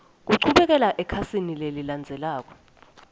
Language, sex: Swati, female